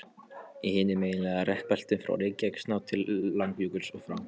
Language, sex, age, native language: Icelandic, male, 13, Polish